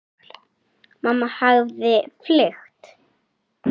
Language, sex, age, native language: Icelandic, female, 8, Icelandic